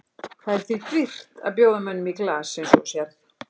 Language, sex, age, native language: Icelandic, female, 60-69, Icelandic